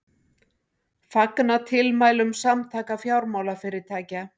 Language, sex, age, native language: Icelandic, female, 60-69, Icelandic